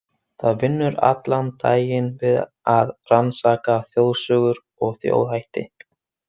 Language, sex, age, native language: Icelandic, male, 20-29, Icelandic